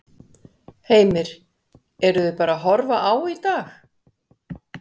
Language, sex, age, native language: Icelandic, female, 60-69, Icelandic